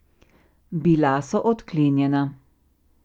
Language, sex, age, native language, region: Slovenian, female, 50-59, Slovenian, Central Slovenia